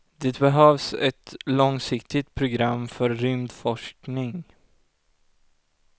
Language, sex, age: Swedish, male, 16